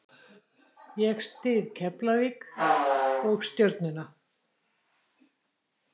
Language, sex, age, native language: Icelandic, female, 60-69, Icelandic